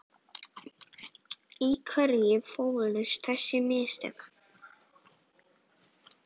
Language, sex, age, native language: Icelandic, female, 9, Icelandic